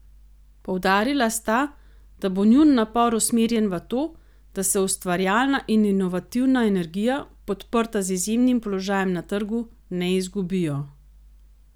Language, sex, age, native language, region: Slovenian, female, 30-49, Slovenian, Gorenjska region